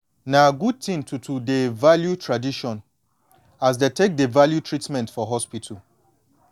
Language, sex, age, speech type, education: Nigerian Pidgin, male, 30-45, spontaneous, tertiary